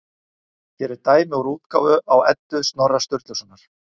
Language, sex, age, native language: Icelandic, male, 40-49, Icelandic